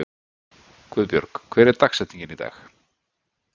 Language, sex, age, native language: Icelandic, male, 50-59, Icelandic